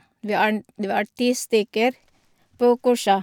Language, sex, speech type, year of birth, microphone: Norwegian, female, spontaneous, 1962, Sennheiser